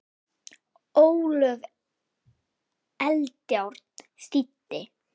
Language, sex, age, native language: Icelandic, female, 10, Icelandic